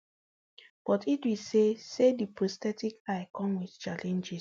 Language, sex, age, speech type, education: Nigerian Pidgin, female, 15-29, spontaneous, tertiary